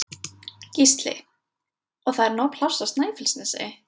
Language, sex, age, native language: Icelandic, female, 20-29, Icelandic